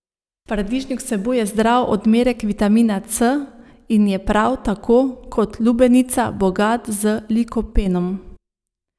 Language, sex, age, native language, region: Slovenian, female, 30-49, Slovenian, Savinja region